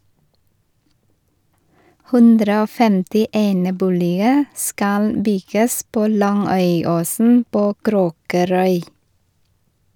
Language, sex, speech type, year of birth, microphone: Norwegian, female, read, 1973, Shure